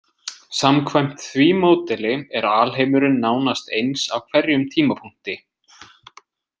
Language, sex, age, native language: Icelandic, male, 20-29, Icelandic